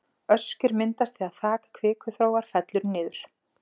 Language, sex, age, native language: Icelandic, female, 40-49, Icelandic